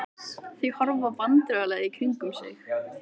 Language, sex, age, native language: Icelandic, female, 13, Icelandic